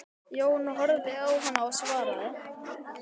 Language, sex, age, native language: Icelandic, male, 12, Icelandic